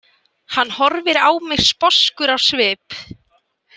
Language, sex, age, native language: Icelandic, female, 18-19, Icelandic